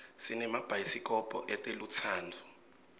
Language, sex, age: Swati, male, 21